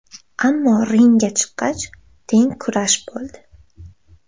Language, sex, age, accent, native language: Uzbek, female, 18-24, Xorazm, Uzbek